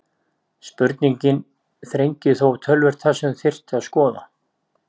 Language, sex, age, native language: Icelandic, male, 40-49, Icelandic